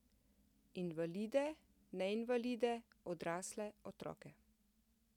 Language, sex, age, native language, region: Slovenian, female, 50-59, Slovenian, Central Slovenia